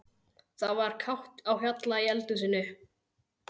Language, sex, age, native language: Icelandic, male, 12, Icelandic